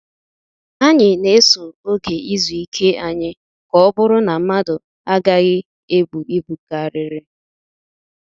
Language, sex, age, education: Igbo, female, 15-29, tertiary